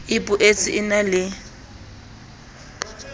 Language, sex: Southern Sotho, female